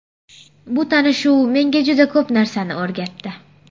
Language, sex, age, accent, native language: Uzbek, female, under 19, Surxondaryo, Uzbek